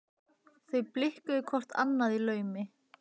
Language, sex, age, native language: Icelandic, female, 15, Icelandic